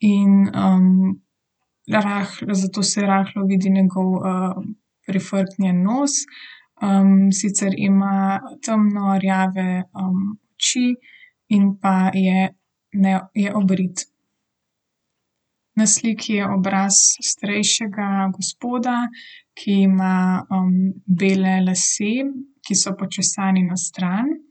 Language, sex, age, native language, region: Slovenian, female, 18-29, Slovenian, Southeast Slovenia